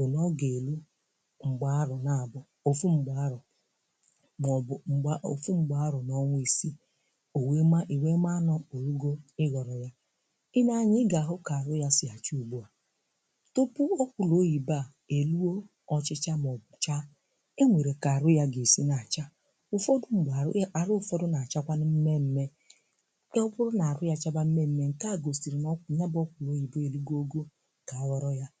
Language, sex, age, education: Igbo, female, 15-29, tertiary